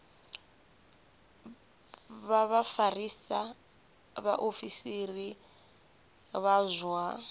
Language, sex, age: Venda, female, 24